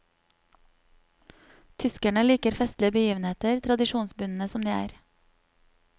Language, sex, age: Norwegian, female, 27